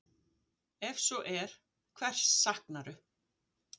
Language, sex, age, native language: Icelandic, female, 50-59, Icelandic